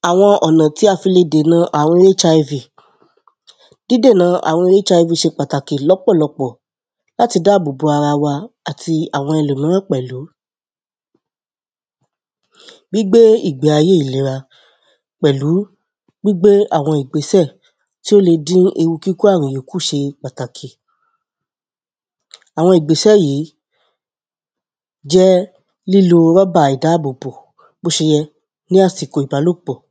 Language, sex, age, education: Yoruba, female, 30-45, tertiary